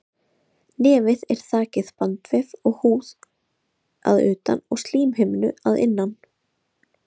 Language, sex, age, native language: Icelandic, female, 30-39, Icelandic